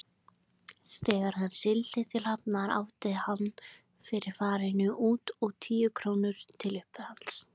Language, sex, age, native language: Icelandic, female, 20-29, Icelandic